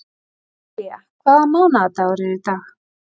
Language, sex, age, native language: Icelandic, female, 40-49, Icelandic